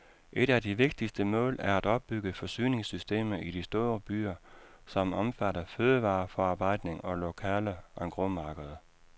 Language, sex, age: Danish, male, 56